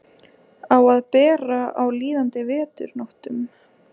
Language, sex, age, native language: Icelandic, female, 20-29, Icelandic